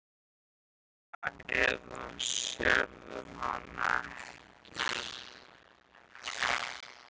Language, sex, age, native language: Icelandic, male, 13, Icelandic